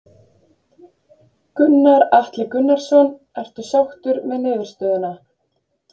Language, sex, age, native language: Icelandic, female, 30-39, Icelandic